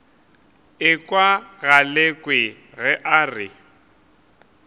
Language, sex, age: Northern Sotho, male, 23